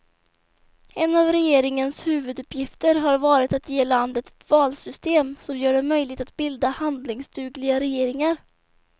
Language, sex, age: Swedish, female, 24